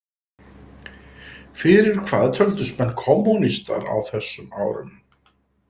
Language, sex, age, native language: Icelandic, male, 60-69, Icelandic